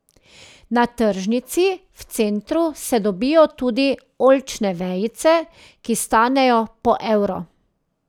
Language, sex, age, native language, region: Slovenian, female, 30-49, Slovenian, Drava region